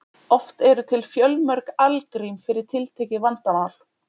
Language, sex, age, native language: Icelandic, female, 30-39, Icelandic